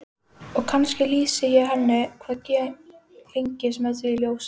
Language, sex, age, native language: Icelandic, female, 12, Icelandic